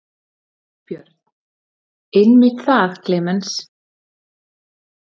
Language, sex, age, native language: Icelandic, female, 30-39, Icelandic